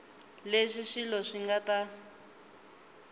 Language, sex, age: Tsonga, female, 19